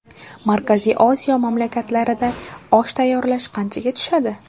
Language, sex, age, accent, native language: Uzbek, female, 18-24, Jizzax, Uzbek